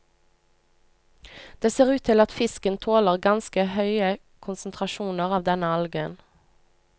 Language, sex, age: Norwegian, female, 25